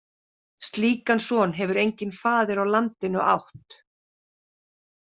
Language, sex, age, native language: Icelandic, female, 50-59, Icelandic